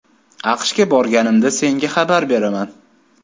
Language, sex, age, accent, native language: Uzbek, male, 25-34, Toshkent viloyati, Uzbek